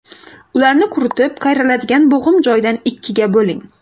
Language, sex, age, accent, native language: Uzbek, female, 18-24, Xorazm, Uzbek